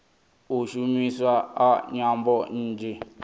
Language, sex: Venda, male